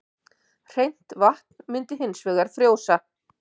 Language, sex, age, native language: Icelandic, female, 50-59, Icelandic